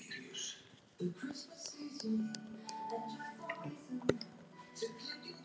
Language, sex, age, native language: Icelandic, female, 50-59, Icelandic